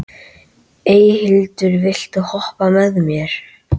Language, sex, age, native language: Icelandic, male, 13, Icelandic